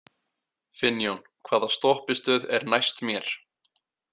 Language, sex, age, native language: Icelandic, male, 18-19, Icelandic